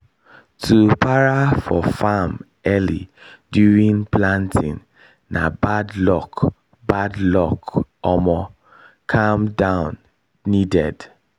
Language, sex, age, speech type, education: Nigerian Pidgin, male, 15-29, spontaneous, tertiary